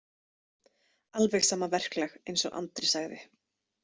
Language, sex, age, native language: Icelandic, female, 30-39, Icelandic